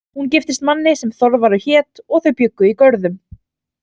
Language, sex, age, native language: Icelandic, female, 30-39, Icelandic